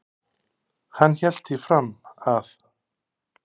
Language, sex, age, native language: Icelandic, male, 50-59, Icelandic